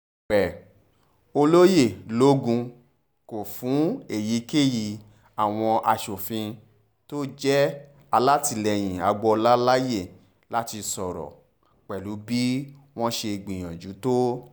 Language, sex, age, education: Yoruba, male, 30-45, tertiary